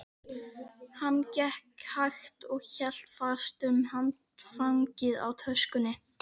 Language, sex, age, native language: Icelandic, other, 12, Icelandic